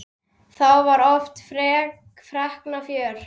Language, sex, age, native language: Icelandic, male, 10, Icelandic